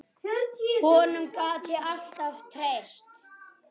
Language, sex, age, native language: Icelandic, male, 9, Icelandic